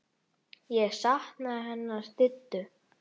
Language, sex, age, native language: Icelandic, male, 6, Icelandic